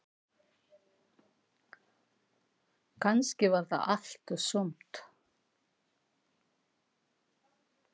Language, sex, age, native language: Icelandic, female, 40-49, Filipino